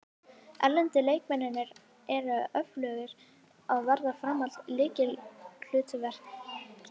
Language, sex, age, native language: Icelandic, female, 18-19, Icelandic